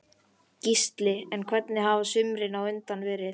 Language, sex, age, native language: Icelandic, male, 11, Icelandic